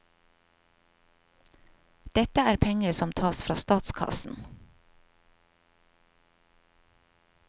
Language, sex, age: Norwegian, female, 50